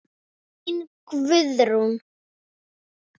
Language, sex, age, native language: Icelandic, male, 6, Icelandic